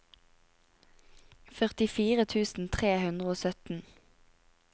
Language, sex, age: Norwegian, female, 25